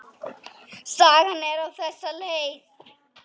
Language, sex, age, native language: Icelandic, female, 10, Icelandic